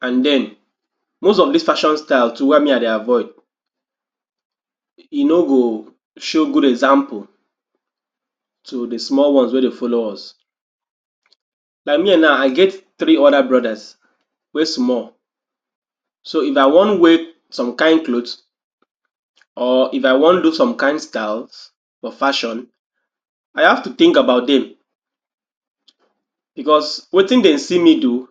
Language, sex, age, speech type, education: Nigerian Pidgin, male, 15-29, spontaneous, tertiary